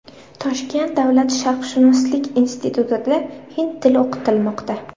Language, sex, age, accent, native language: Uzbek, female, 18-24, Samarqand, Uzbek